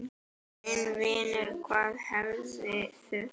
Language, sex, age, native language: Icelandic, male, 10, Icelandic